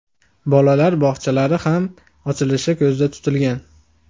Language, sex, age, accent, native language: Uzbek, male, 18-24, Andijon, Uzbek